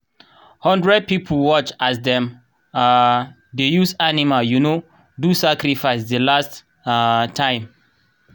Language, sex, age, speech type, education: Nigerian Pidgin, male, 30-45, spontaneous, tertiary